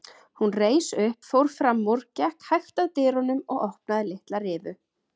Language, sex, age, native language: Icelandic, female, 30-39, Icelandic